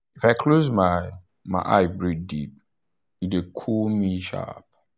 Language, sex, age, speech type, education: Nigerian Pidgin, male, 15-29, spontaneous, tertiary